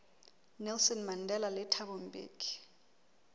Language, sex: Southern Sotho, female